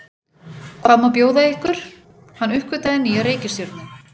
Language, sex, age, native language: Icelandic, female, 40-49, Icelandic